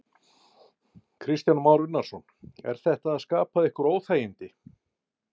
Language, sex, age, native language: Icelandic, male, 50-59, Icelandic